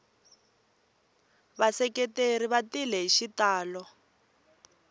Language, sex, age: Tsonga, female, 20